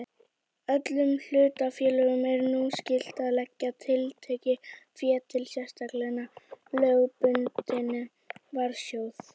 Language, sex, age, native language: Icelandic, female, 18-19, Icelandic